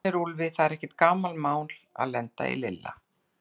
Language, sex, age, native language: Icelandic, female, 60-69, Icelandic